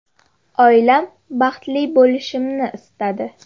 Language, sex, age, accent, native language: Uzbek, female, under 19, Farg'ona, Uzbek